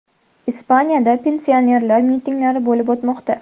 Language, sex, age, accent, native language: Uzbek, female, under 19, Sirdaryo, Uzbek